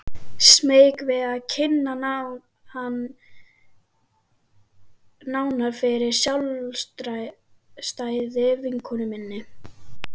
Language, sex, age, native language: Icelandic, female, 12, Icelandic